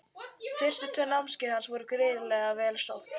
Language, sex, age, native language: Icelandic, female, 18-19, Icelandic